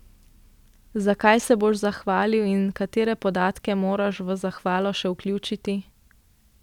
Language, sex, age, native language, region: Slovenian, female, 18-29, Slovenian, Central Slovenia